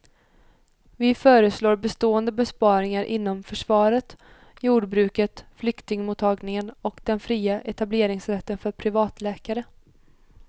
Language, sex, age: Swedish, female, 21